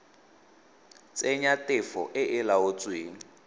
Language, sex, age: Tswana, male, 18